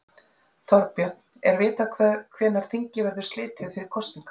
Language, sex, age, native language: Icelandic, female, 40-49, Icelandic